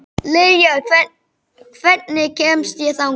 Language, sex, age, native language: Icelandic, male, 12, Icelandic